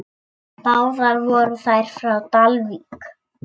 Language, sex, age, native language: Icelandic, female, 6, Icelandic